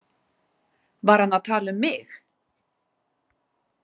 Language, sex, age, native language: Icelandic, female, 60-69, Icelandic